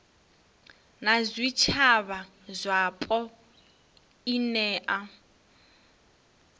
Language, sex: Venda, female